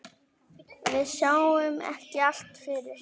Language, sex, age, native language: Icelandic, female, 9, Icelandic